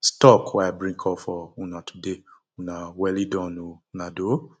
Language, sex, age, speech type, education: Nigerian Pidgin, male, 30-45, spontaneous, tertiary